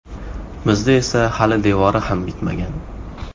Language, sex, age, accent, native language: Uzbek, male, 18-24, Farg'ona, Uzbek